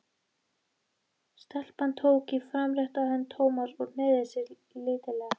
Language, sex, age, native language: Icelandic, female, 13, Icelandic